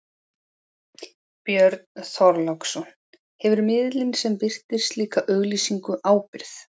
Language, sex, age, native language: Icelandic, female, 40-49, Icelandic